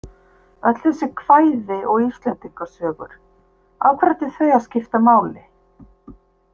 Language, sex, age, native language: Icelandic, female, 50-59, Icelandic